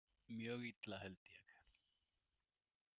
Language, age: Icelandic, 70-79